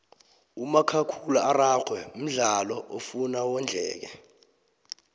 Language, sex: South Ndebele, male